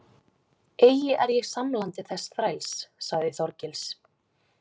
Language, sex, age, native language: Icelandic, female, 20-29, Icelandic